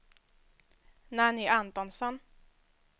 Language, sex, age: Swedish, female, 21